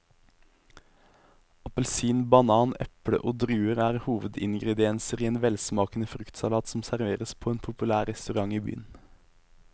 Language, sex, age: Norwegian, male, 23